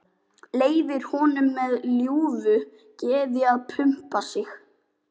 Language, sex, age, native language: Icelandic, male, 12, Icelandic